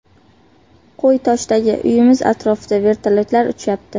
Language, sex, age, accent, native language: Uzbek, female, 18-24, Qashqadaryo, Uzbek